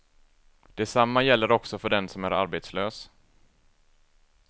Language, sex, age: Swedish, male, 24